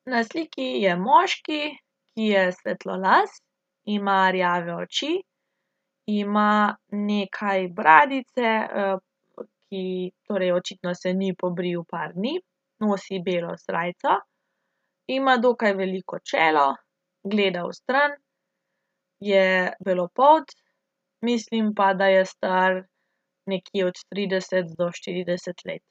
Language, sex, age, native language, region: Slovenian, female, 18-29, Slovenian, Central Slovenia